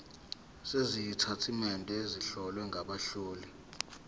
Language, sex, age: Zulu, male, 21